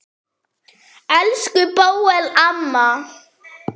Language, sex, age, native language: Icelandic, female, 9, Icelandic